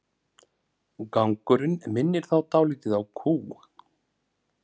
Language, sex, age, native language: Icelandic, male, 40-49, Icelandic